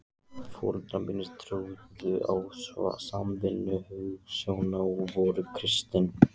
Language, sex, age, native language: Icelandic, male, 14, Icelandic